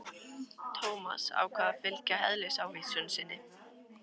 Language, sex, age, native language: Icelandic, female, 13, Icelandic